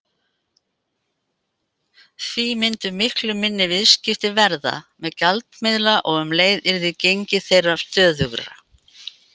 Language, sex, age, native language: Icelandic, female, 80-89, Icelandic